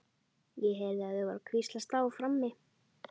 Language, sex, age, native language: Icelandic, female, 12, Icelandic